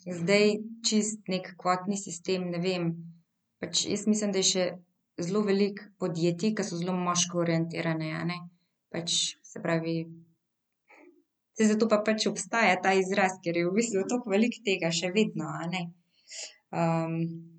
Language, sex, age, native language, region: Slovenian, female, 18-29, Slovenian, Central Slovenia